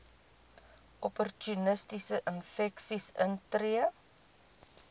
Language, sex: Afrikaans, female